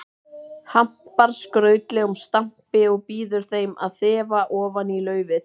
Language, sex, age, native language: Icelandic, female, 30-39, Icelandic